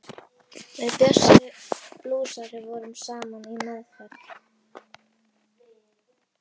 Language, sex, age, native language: Icelandic, female, 11, Icelandic